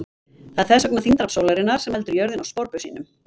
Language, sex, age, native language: Icelandic, female, 50-59, Icelandic